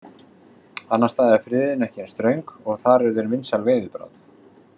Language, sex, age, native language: Icelandic, male, 40-49, Icelandic